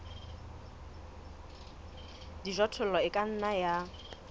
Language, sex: Southern Sotho, female